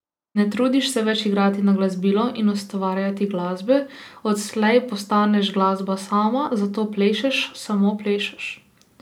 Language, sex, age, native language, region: Slovenian, female, 18-29, Slovenian, Posavska region